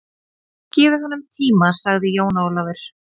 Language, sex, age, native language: Icelandic, female, 30-39, Icelandic